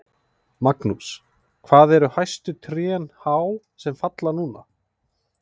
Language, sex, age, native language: Icelandic, male, 30-39, Icelandic